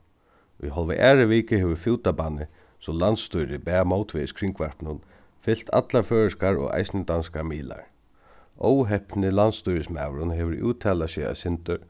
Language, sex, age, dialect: Faroese, male, 36-60, Suðuroy